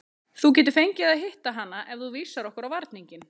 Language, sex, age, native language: Icelandic, female, 30-39, Icelandic